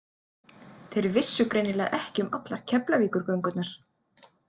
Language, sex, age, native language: Icelandic, female, 30-39, Icelandic